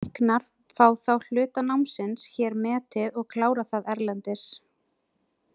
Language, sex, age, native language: Icelandic, female, 20-29, Icelandic